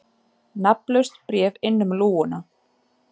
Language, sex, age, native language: Icelandic, female, 30-39, Icelandic